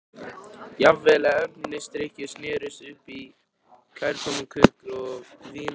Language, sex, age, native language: Icelandic, male, 13, Icelandic